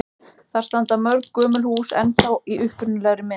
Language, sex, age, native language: Icelandic, male, 14, Icelandic